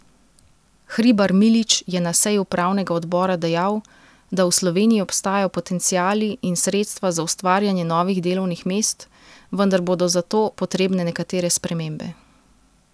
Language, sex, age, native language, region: Slovenian, female, 30-49, Slovenian, Central Slovenia